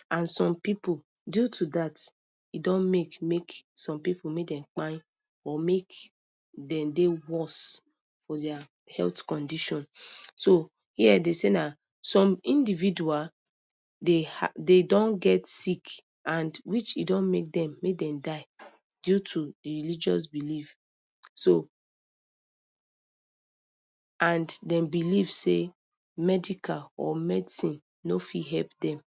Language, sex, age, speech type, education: Nigerian Pidgin, female, 30-45, spontaneous, tertiary